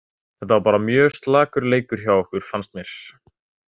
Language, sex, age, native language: Icelandic, male, 18-19, Icelandic